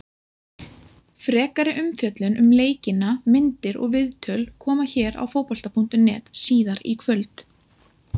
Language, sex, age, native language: Icelandic, female, 20-29, Icelandic